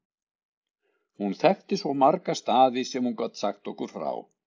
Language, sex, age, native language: Icelandic, male, 60-69, Icelandic